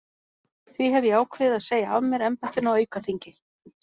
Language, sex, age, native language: Icelandic, female, 40-49, Icelandic